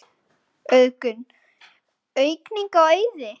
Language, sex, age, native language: Icelandic, male, 9, Icelandic